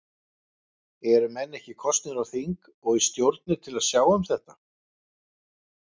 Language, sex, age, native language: Icelandic, male, 50-59, Icelandic